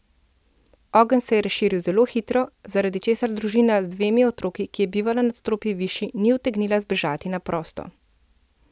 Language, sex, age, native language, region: Slovenian, female, 30-49, Slovenian, Central Slovenia